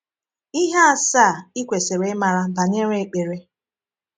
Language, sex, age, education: Igbo, female, 15-29, tertiary